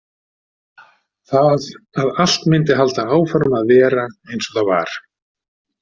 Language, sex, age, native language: Icelandic, male, 60-69, Icelandic